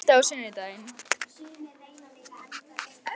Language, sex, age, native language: Icelandic, female, 11, Icelandic